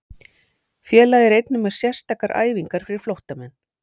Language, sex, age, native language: Icelandic, female, 40-49, Icelandic